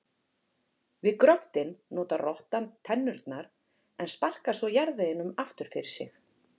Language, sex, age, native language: Icelandic, female, 40-49, Icelandic